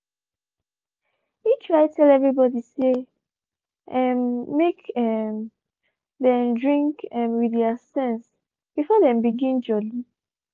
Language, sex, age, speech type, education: Nigerian Pidgin, female, 15-29, spontaneous, tertiary